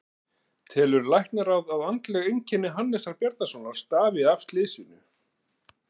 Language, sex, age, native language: Icelandic, male, 40-49, Icelandic